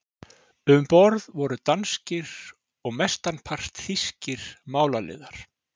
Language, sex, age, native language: Icelandic, male, 60-69, Icelandic